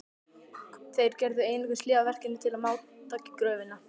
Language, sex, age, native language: Icelandic, male, 12, Icelandic